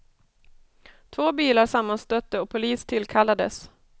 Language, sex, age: Swedish, female, 32